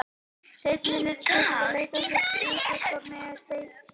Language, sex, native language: Icelandic, male, Icelandic